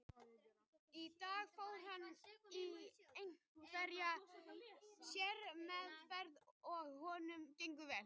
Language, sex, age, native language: Icelandic, male, 18-19, Icelandic